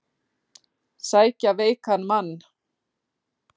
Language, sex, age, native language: Icelandic, female, 40-49, Icelandic